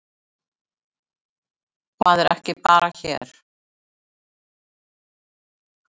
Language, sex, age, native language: Icelandic, female, 60-69, Icelandic